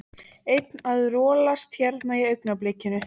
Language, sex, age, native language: Icelandic, female, 13, Icelandic